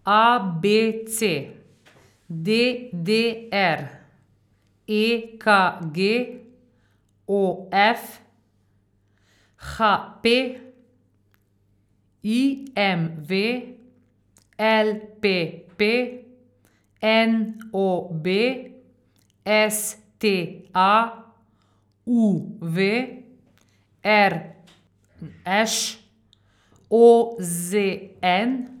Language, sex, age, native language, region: Slovenian, female, 50-59, Slovenian, Carinthia region